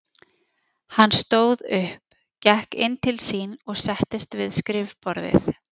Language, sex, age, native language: Icelandic, female, 40-49, Icelandic